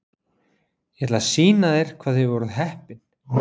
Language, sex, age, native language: Icelandic, male, 40-49, Icelandic